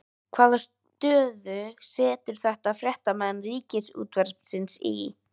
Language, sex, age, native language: Icelandic, female, 13, Icelandic